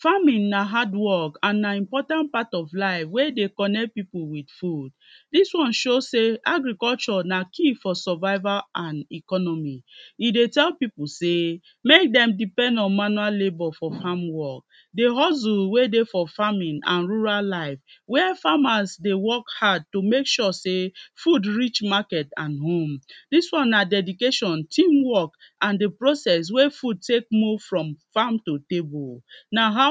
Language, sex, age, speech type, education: Nigerian Pidgin, female, 15-29, spontaneous, secondary